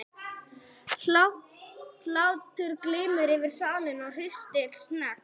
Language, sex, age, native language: Icelandic, female, 30-39, English